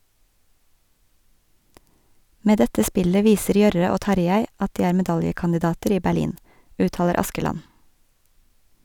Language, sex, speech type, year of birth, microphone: Norwegian, female, read, 1982, Sennheiser